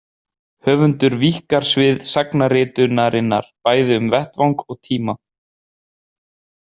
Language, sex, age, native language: Icelandic, male, 20-29, Icelandic